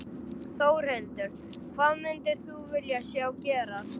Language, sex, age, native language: Icelandic, male, 11, Icelandic